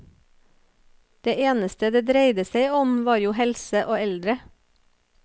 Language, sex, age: Norwegian, female, 30